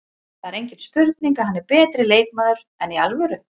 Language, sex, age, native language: Icelandic, female, 40-49, Icelandic